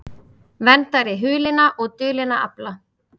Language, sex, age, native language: Icelandic, female, 30-39, Icelandic